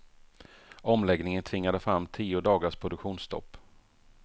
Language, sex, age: Swedish, male, 48